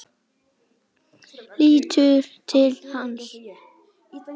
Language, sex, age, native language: Icelandic, male, 8, Icelandic